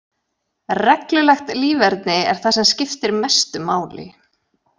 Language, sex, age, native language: Icelandic, female, 40-49, Icelandic